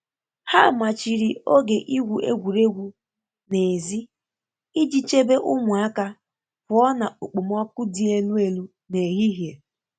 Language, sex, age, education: Igbo, female, 15-29, tertiary